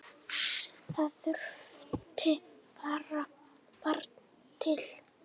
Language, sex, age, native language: Icelandic, female, 9, Icelandic